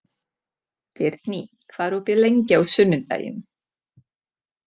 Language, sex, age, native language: Icelandic, female, 40-49, Czech